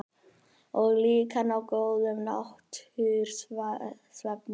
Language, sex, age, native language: Icelandic, male, 18-19, Icelandic